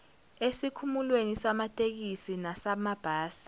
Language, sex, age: Zulu, female, 17